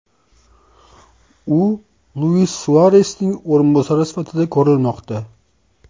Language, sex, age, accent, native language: Uzbek, male, 25-34, Toshkent shahri, Uzbek